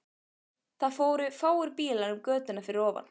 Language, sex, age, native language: Icelandic, female, 15, Icelandic